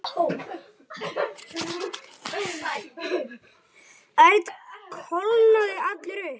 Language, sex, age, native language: Icelandic, male, 10, Icelandic